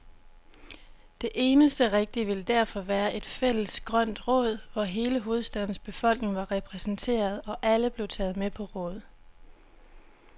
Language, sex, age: Danish, female, 26